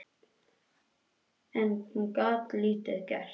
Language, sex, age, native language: Icelandic, male, 21, Icelandic